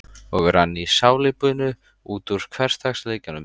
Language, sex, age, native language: Icelandic, male, 14, Icelandic